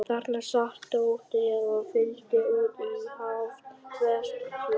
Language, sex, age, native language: Icelandic, male, 11, Vietnamese